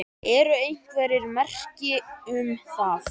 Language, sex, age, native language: Icelandic, male, 10, Icelandic